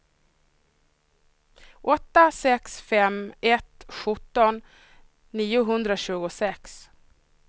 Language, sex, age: Swedish, female, 26